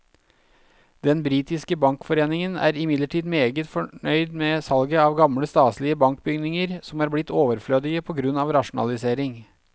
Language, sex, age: Norwegian, male, 32